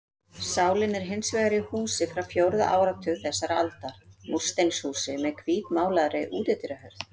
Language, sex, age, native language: Icelandic, female, 40-49, Icelandic